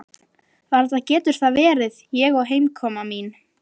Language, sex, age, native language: Icelandic, female, 11, Icelandic